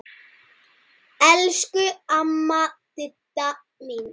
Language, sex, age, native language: Icelandic, male, 9, Icelandic